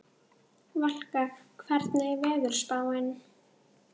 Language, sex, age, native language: Icelandic, female, 11, Icelandic